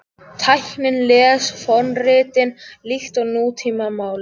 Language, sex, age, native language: Icelandic, male, 18-19, Icelandic